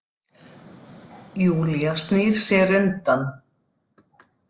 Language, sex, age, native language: Icelandic, female, 50-59, Icelandic